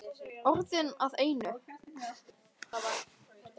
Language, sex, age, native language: Icelandic, male, 10, Icelandic